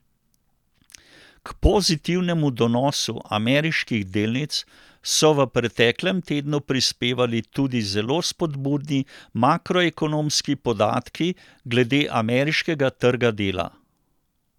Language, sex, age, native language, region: Slovenian, male, 60+, Slovenian, Central Slovenia